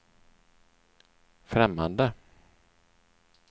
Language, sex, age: Swedish, male, 39